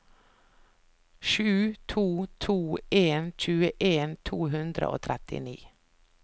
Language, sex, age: Norwegian, female, 49